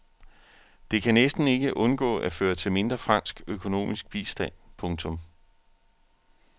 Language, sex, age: Danish, male, 41